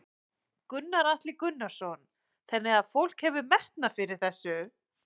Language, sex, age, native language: Icelandic, male, 11, Icelandic